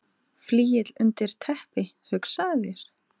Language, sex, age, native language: Icelandic, female, 8, Icelandic